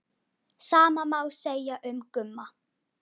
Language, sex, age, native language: Icelandic, female, 10, Icelandic